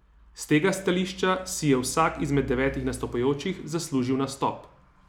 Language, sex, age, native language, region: Slovenian, male, 30-49, Slovenian, Savinja region